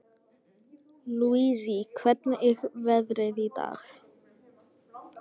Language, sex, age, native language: Icelandic, female, 14, Icelandic